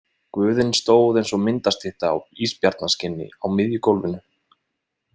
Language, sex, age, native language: Icelandic, male, 20-29, Icelandic